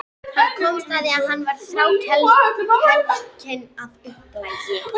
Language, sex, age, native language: Icelandic, female, 13, Icelandic